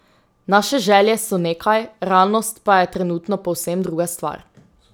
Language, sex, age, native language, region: Slovenian, female, 18-29, Slovenian, Drava region